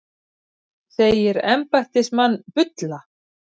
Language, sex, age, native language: Icelandic, female, 50-59, Icelandic